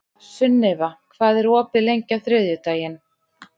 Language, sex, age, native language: Icelandic, male, 11, Icelandic